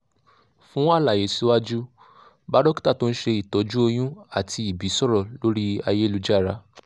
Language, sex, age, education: Yoruba, male, 15-29, tertiary